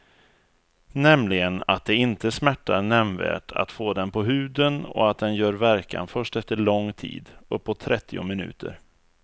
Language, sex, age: Swedish, male, 34